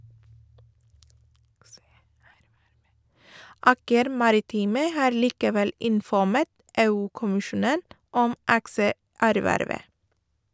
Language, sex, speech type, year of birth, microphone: Norwegian, female, read, 1983, Shure